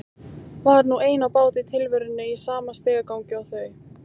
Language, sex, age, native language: Icelandic, female, 18-19, Icelandic